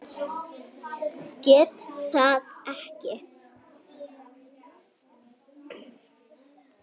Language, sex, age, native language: Icelandic, male, 18-19, Icelandic